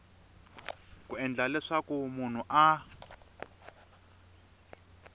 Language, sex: Tsonga, male